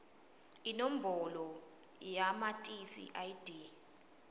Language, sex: Swati, female